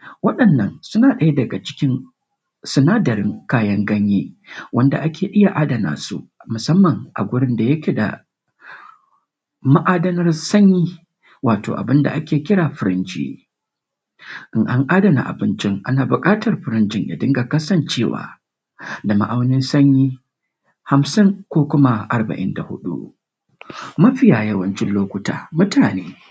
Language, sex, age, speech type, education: Hausa, male, 15-29, spontaneous, tertiary